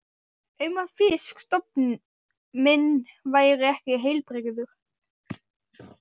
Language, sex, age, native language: Icelandic, female, 12, Icelandic